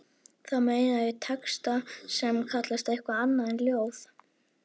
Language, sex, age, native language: Icelandic, female, 11, Icelandic